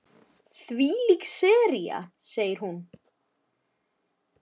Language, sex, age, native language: Icelandic, male, 10, Icelandic